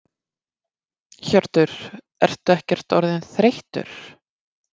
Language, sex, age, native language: Icelandic, female, 50-59, Icelandic